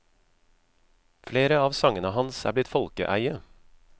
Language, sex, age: Norwegian, male, 36